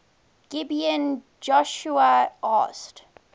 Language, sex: English, female